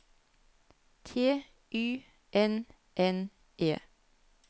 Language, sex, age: Norwegian, female, 34